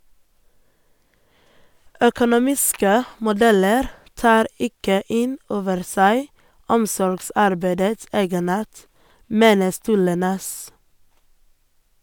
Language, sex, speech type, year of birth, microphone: Norwegian, female, read, 1988, Sennheiser